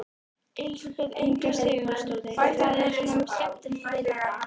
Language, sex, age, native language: Icelandic, female, 13, Icelandic